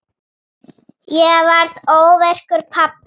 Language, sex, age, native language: Icelandic, female, 8, Icelandic